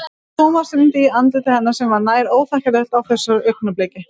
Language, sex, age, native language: Icelandic, female, 30-39, Icelandic